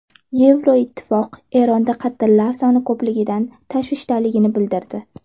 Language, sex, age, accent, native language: Uzbek, female, 18-24, Toshkent shahri, Uzbek